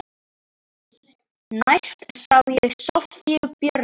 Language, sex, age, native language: Icelandic, female, 10, Icelandic